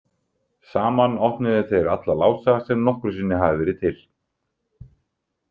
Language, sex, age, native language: Icelandic, male, 30-39, Icelandic